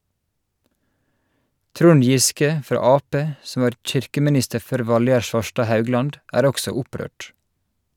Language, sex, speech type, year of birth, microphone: Norwegian, male, read, 1986, Shure